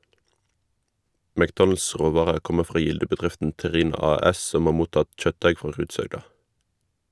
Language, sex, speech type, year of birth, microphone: Norwegian, male, read, 1991, Shure